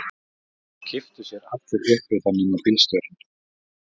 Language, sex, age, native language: Icelandic, male, 40-49, Icelandic